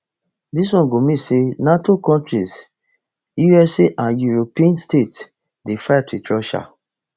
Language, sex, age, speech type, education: Nigerian Pidgin, male, 30-45, spontaneous, tertiary